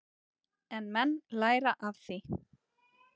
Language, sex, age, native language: Icelandic, female, 30-39, Icelandic